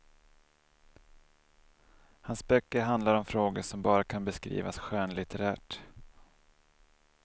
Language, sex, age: Swedish, male, 27